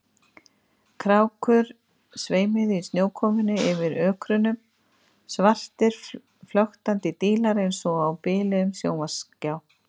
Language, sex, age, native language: Icelandic, female, 50-59, Icelandic